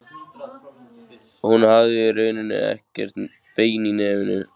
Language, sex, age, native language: Icelandic, male, 14, Icelandic